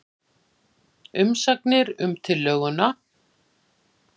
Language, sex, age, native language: Icelandic, female, 50-59, Icelandic